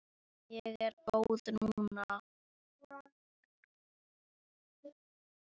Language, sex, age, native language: Icelandic, female, 9, Icelandic